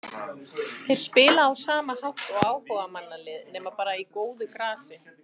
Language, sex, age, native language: Icelandic, female, 50-59, Icelandic